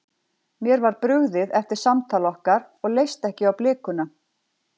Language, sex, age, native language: Icelandic, female, 40-49, Icelandic